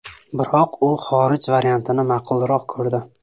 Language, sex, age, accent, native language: Uzbek, male, 18-24, Samarqand, Uzbek